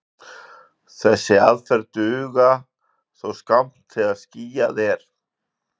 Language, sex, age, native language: Icelandic, male, 40-49, Icelandic